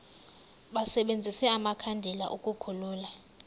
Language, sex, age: Xhosa, male, 19